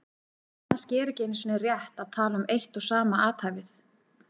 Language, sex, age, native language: Icelandic, female, 40-49, Icelandic